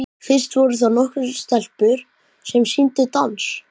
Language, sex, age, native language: Icelandic, male, 12, Icelandic